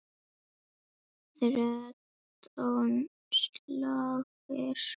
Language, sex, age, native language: Icelandic, female, 8, Icelandic